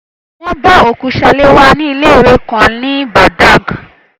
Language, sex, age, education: Yoruba, female, 15-29, tertiary